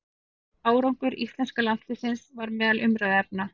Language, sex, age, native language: Icelandic, female, 40-49, Icelandic